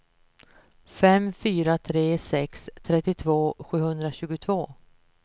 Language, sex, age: Swedish, female, 48